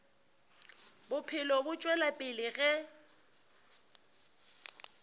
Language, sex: Northern Sotho, female